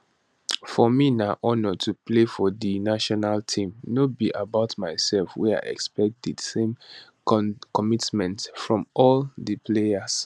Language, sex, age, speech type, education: Nigerian Pidgin, male, 15-29, spontaneous, tertiary